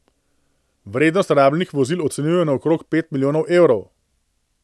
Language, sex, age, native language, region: Slovenian, male, 30-49, Slovenian, Central Slovenia